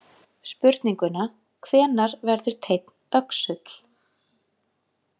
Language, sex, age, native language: Icelandic, female, 40-49, Icelandic